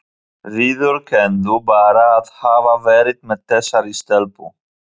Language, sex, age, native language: Icelandic, male, 40-49, Polish